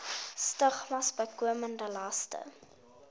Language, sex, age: Afrikaans, female, 21